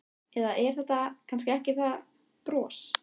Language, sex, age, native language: Icelandic, female, 13, Icelandic